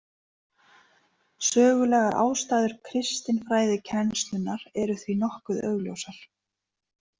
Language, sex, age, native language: Icelandic, female, 30-39, Icelandic